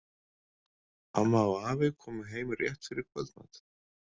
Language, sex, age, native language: Icelandic, male, 40-49, Icelandic